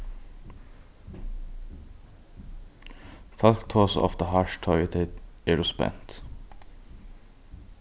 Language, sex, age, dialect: Faroese, male, 15-35, Norðurstreymoy/Eysturoy